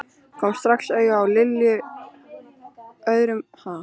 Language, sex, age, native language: Icelandic, female, 13, Icelandic